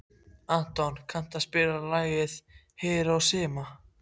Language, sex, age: Icelandic, other, 14